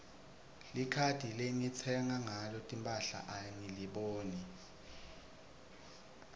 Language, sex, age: Swati, male, 21